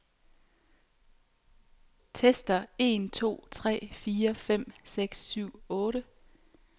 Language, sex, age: Danish, female, 28